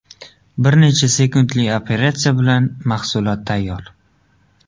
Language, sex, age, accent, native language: Uzbek, male, 12-17, Jizzax, Uzbek